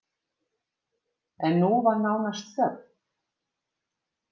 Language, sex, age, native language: Icelandic, female, 50-59, Icelandic